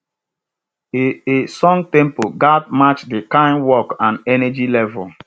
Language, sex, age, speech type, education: Nigerian Pidgin, male, 30-45, spontaneous, tertiary